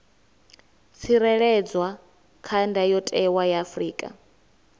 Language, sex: Venda, female